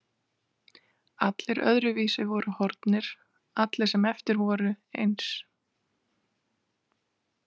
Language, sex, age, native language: Icelandic, female, 30-39, Icelandic